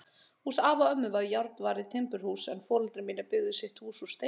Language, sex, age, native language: Icelandic, female, 30-39, Icelandic